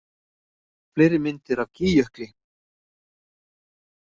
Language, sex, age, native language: Icelandic, male, 50-59, Icelandic